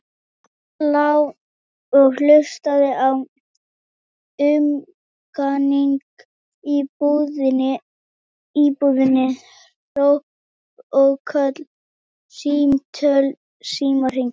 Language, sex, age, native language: Icelandic, female, 18-19, Icelandic